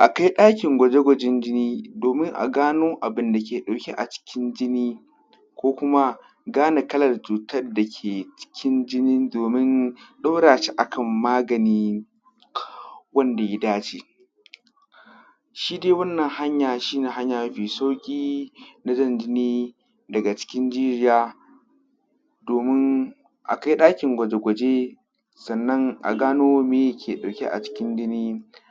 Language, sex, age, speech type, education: Hausa, male, 15-29, spontaneous, tertiary